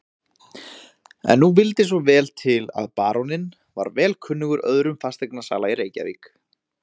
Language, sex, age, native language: Icelandic, male, 20-29, Icelandic